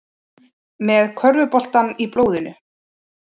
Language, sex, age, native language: Icelandic, female, 30-39, Icelandic